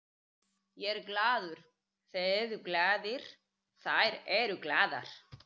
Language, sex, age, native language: Icelandic, female, 30-39, Icelandic